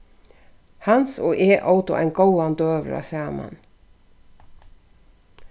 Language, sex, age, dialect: Faroese, female, 36-60, Suðurstreymoy